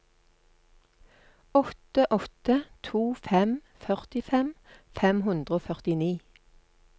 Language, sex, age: Norwegian, female, 48